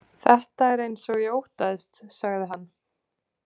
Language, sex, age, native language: Icelandic, female, 20-29, Icelandic